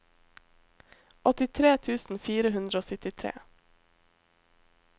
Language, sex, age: Norwegian, female, 21